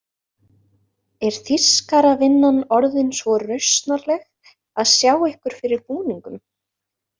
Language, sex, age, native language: Icelandic, female, 20-29, Icelandic